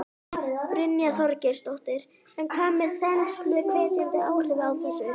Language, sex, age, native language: Icelandic, female, 11, Icelandic